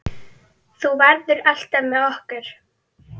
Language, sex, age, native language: Icelandic, female, 9, Icelandic